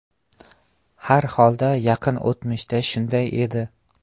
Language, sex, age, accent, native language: Uzbek, male, 18-24, Qashqadaryo, Uzbek